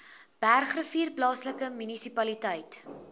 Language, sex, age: Afrikaans, female, 22